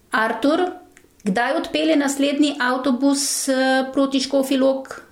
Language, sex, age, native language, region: Slovenian, female, 60+, Slovenian, Gorenjska region